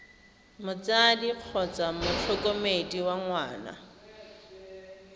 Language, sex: Tswana, female